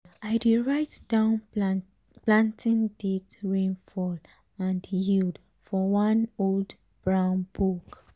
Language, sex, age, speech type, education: Nigerian Pidgin, female, 15-29, spontaneous, tertiary